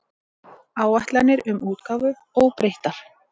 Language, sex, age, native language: Icelandic, female, 30-39, Icelandic